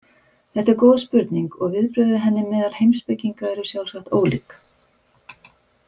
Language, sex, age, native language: Icelandic, female, 50-59, Icelandic